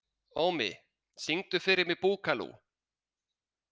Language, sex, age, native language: Icelandic, male, 30-39, Icelandic